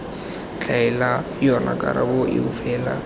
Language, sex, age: Tswana, male, 18